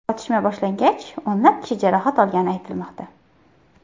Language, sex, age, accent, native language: Uzbek, female, 19-29, Qashqadaryo, Uzbek